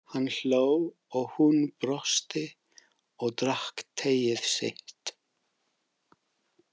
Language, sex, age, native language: Icelandic, male, 50-59, English